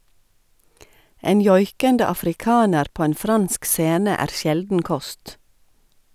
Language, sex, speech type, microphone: Norwegian, female, read, Sennheiser